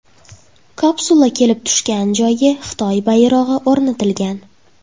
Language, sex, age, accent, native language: Uzbek, female, under 19, Toshkent shahri, Uzbek